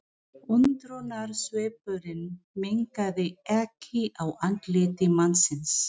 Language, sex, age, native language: Icelandic, female, 40-49, Filipino